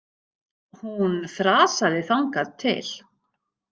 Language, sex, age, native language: Icelandic, female, 50-59, Icelandic